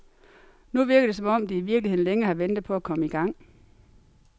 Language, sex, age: Danish, female, 42